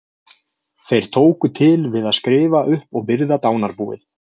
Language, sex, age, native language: Icelandic, male, 20-29, Icelandic